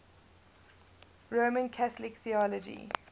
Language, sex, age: English, female, 21